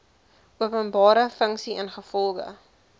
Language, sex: Afrikaans, female